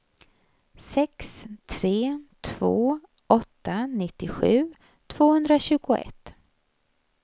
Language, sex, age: Swedish, female, 35